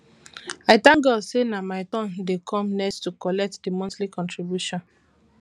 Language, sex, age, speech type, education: Nigerian Pidgin, female, 15-29, spontaneous, tertiary